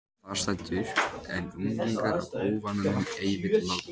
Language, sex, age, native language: Icelandic, male, 18-19, Icelandic